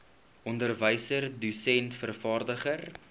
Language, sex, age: Afrikaans, male, 19